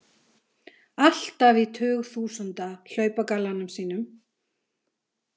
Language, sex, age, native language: Icelandic, female, 50-59, Icelandic